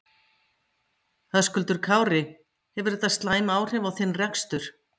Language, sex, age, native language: Icelandic, female, 50-59, Icelandic